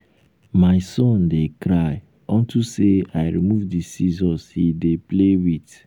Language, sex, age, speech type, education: Nigerian Pidgin, male, 15-29, spontaneous, tertiary